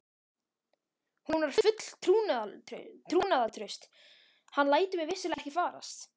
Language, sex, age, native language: Icelandic, male, 13, Icelandic